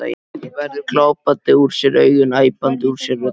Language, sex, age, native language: Icelandic, male, 12, Icelandic